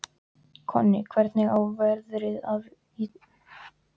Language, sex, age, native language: Icelandic, male, 12, Icelandic